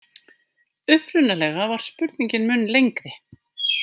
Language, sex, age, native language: Icelandic, female, 50-59, Icelandic